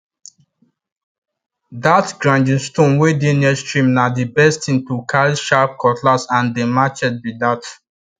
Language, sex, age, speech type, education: Nigerian Pidgin, male, 15-29, spontaneous, tertiary